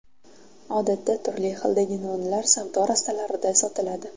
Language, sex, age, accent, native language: Uzbek, female, 12-17, Toshkent viloyati, Uzbek